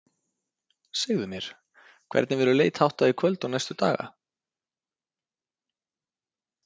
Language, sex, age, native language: Icelandic, male, 30-39, Icelandic